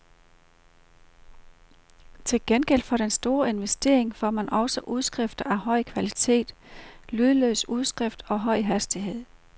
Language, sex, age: Danish, female, 38